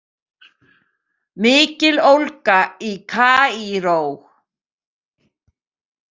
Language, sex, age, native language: Icelandic, female, 70-79, Icelandic